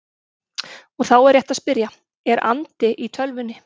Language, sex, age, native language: Icelandic, female, 30-39, Icelandic